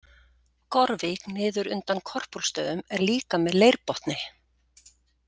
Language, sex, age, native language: Icelandic, female, 40-49, Icelandic